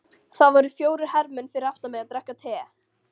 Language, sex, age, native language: Icelandic, female, 13, Icelandic